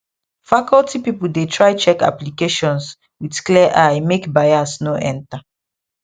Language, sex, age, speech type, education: Nigerian Pidgin, female, 15-29, spontaneous, secondary